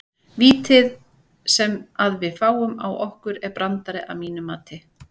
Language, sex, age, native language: Icelandic, female, 40-49, Icelandic